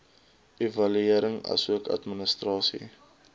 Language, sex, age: Afrikaans, male, 22